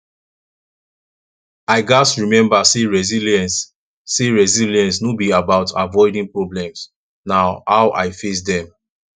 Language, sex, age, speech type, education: Nigerian Pidgin, male, 15-29, spontaneous, tertiary